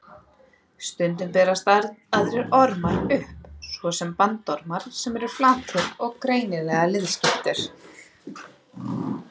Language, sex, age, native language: Icelandic, female, 30-39, Icelandic